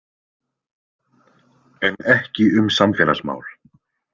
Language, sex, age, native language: Icelandic, male, 20-29, Icelandic